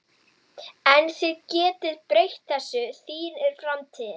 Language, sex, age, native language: Icelandic, female, 12, Icelandic